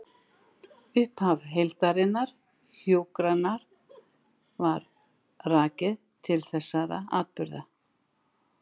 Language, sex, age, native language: Icelandic, female, 60-69, Icelandic